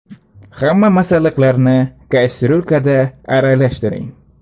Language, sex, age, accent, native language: Uzbek, male, 18-24, Andijon, Uzbek